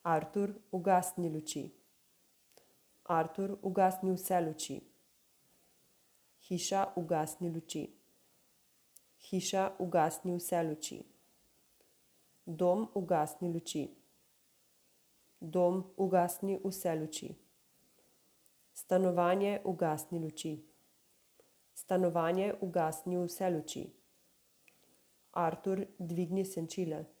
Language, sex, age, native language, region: Slovenian, female, 30-49, Slovenian, Savinja region